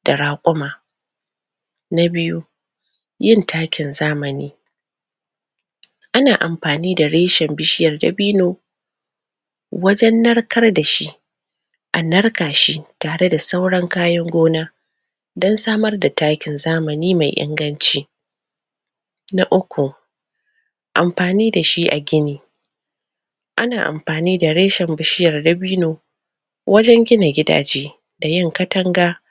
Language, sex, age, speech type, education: Hausa, female, 30-45, spontaneous, secondary